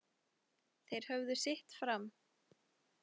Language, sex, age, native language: Icelandic, female, 20-29, Icelandic